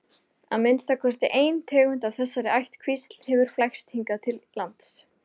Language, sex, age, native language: Icelandic, female, 20-29, Icelandic